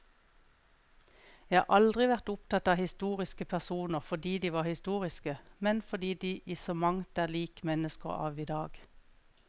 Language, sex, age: Norwegian, female, 41